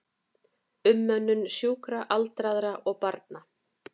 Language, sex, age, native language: Icelandic, female, 40-49, Icelandic